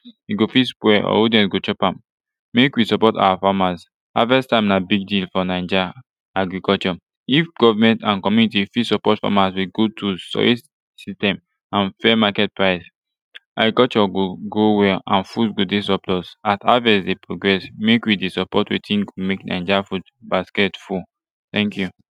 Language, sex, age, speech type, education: Nigerian Pidgin, male, 15-29, spontaneous, tertiary